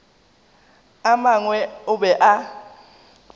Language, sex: Northern Sotho, female